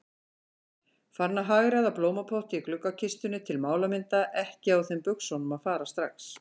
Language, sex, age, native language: Icelandic, female, 50-59, Icelandic